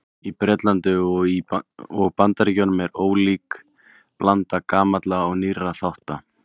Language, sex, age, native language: Icelandic, male, 20-29, Icelandic